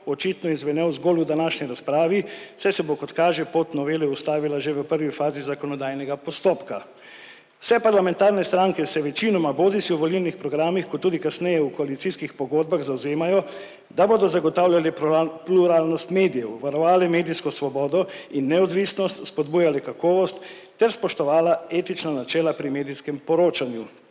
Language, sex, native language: Slovenian, male, Slovenian